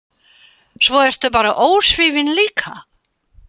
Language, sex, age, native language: Icelandic, female, 80-89, Icelandic